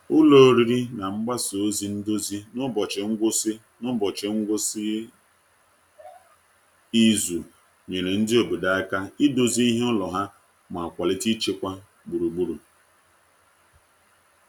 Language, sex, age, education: Igbo, male, 30-45, tertiary